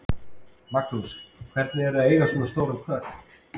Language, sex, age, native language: Icelandic, male, 30-39, Icelandic